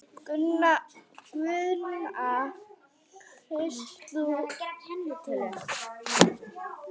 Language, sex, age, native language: Icelandic, female, 9, Icelandic